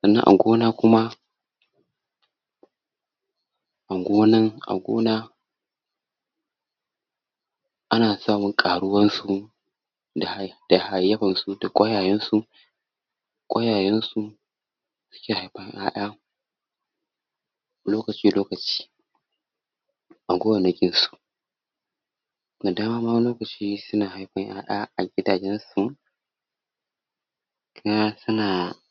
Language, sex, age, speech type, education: Hausa, male, 46-60, spontaneous, tertiary